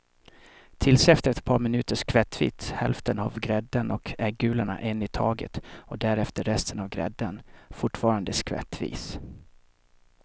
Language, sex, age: Swedish, male, 37